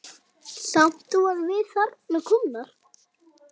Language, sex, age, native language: Icelandic, female, 7, Icelandic